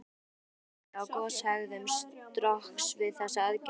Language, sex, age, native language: Icelandic, female, 12, Icelandic